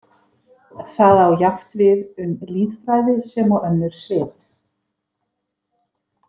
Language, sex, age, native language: Icelandic, female, 50-59, Icelandic